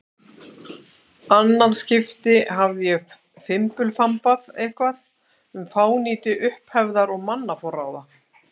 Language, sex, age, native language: Icelandic, female, 18-19, Icelandic